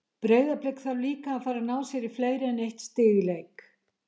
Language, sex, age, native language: Icelandic, female, 70-79, Icelandic